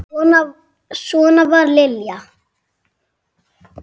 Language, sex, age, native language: Icelandic, male, 7, Icelandic